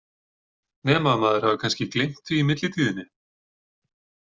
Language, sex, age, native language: Icelandic, male, 40-49, Icelandic